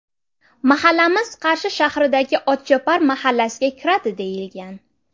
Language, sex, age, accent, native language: Uzbek, female, 18-24, Navoiy, Uzbek